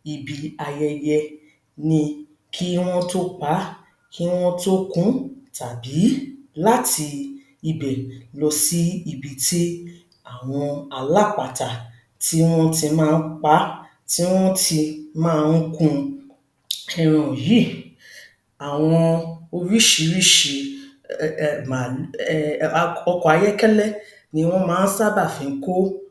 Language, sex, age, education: Yoruba, female, 30-45, tertiary